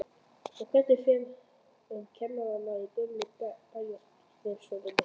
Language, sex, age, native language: Icelandic, male, 11, Icelandic